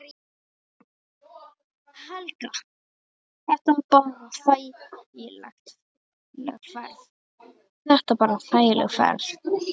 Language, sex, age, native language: Icelandic, male, 8, Icelandic